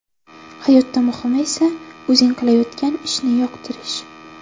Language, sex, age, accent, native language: Uzbek, female, 12-17, Navoiy, Uzbek